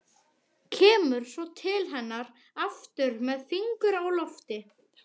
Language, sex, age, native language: Icelandic, male, 12, Icelandic